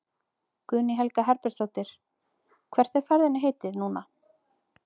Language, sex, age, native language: Icelandic, female, 30-39, Icelandic